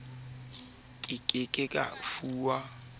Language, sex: Southern Sotho, male